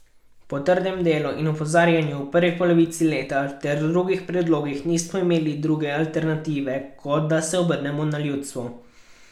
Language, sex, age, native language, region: Slovenian, male, 12-17, Slovenian, Carinthia region